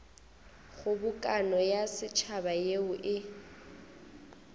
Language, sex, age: Northern Sotho, female, 21